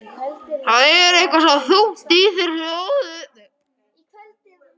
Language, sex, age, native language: Icelandic, male, 12, Icelandic